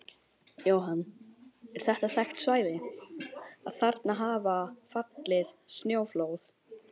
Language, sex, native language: Icelandic, other, Chinese